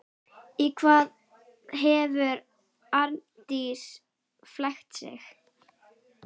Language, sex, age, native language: Icelandic, female, 12, Icelandic